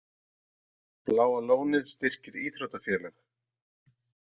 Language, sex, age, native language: Icelandic, male, 40-49, Icelandic